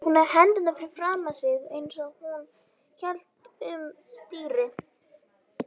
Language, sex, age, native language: Icelandic, female, 18-19, Icelandic